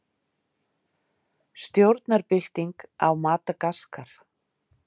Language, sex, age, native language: Icelandic, female, 50-59, Icelandic